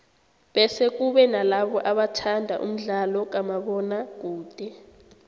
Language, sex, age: South Ndebele, female, 18